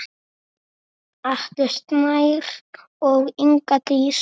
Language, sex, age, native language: Icelandic, female, 7, Icelandic